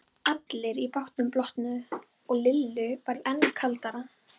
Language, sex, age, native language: Icelandic, female, 12, Icelandic